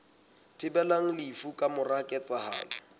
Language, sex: Southern Sotho, male